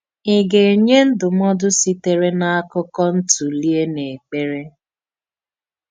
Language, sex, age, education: Igbo, female, 15-29, tertiary